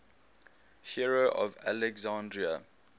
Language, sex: English, male